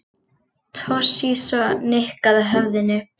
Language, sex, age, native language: Icelandic, female, 40-49, Icelandic